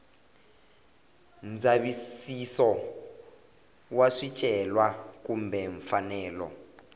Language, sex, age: Tsonga, male, 21